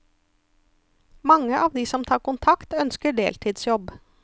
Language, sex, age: Norwegian, female, 34